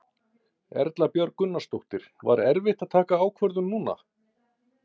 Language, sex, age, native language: Icelandic, male, 50-59, Icelandic